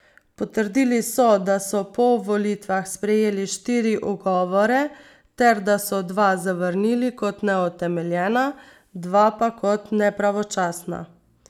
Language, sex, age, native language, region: Slovenian, female, 30-49, Slovenian, Savinja region